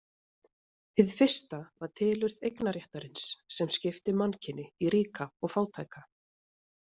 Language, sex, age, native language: Icelandic, female, 30-39, Icelandic